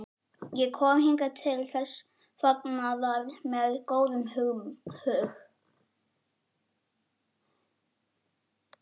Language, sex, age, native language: Icelandic, female, 11, Icelandic